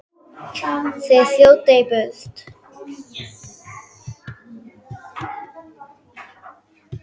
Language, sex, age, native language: Icelandic, female, 10, Icelandic